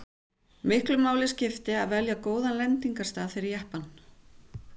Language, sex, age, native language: Icelandic, female, 40-49, Icelandic